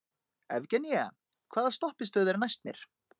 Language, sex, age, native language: Icelandic, male, 30-39, Icelandic